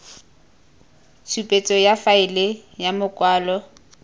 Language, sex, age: Tswana, female, 19